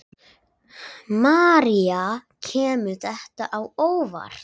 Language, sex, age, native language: Icelandic, male, 8, Icelandic